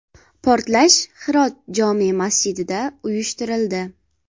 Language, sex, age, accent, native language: Uzbek, female, 18-24, Farg'ona, Uzbek